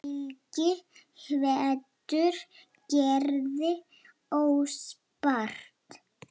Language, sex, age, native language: Icelandic, female, 7, Lithuanian